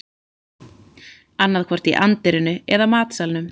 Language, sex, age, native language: Icelandic, female, 30-39, Icelandic